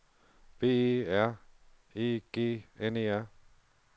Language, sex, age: Danish, male, 47